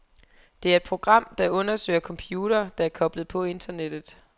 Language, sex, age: Danish, female, 23